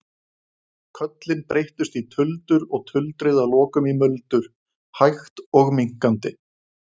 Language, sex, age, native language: Icelandic, male, 20-29, Icelandic